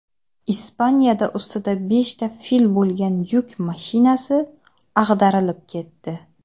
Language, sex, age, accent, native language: Uzbek, female, 19-29, Xorazm, Uzbek